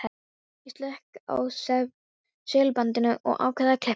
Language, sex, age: Icelandic, female, 13